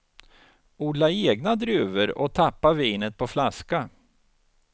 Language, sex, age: Swedish, male, 49